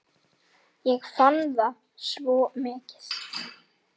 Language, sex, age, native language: Icelandic, female, 10, Icelandic